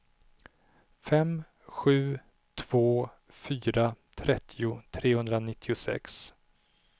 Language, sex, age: Swedish, male, 37